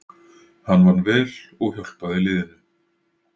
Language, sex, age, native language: Icelandic, male, 40-49, Icelandic